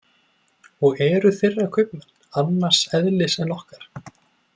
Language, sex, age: Icelandic, male, 20-29